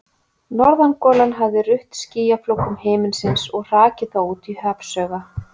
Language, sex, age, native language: Icelandic, female, 30-39, Icelandic